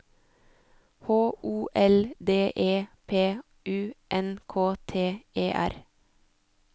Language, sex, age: Norwegian, female, 24